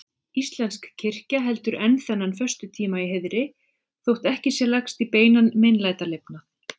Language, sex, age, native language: Icelandic, female, 40-49, Icelandic